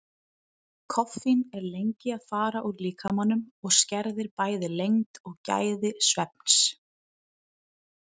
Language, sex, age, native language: Icelandic, female, 30-39, Icelandic